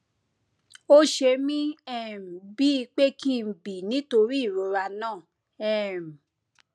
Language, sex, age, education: Yoruba, female, 30-45, tertiary